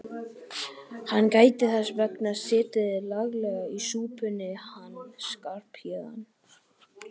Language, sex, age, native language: Icelandic, male, 12, Icelandic